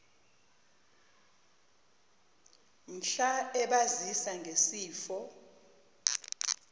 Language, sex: Zulu, female